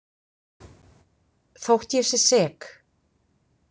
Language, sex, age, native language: Icelandic, female, 50-59, Icelandic